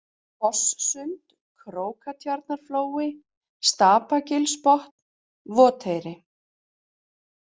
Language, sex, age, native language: Icelandic, female, 40-49, Icelandic